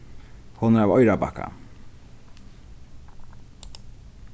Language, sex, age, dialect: Faroese, male, 15-35, Sandoy